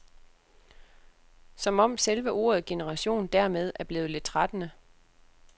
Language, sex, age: Danish, female, 36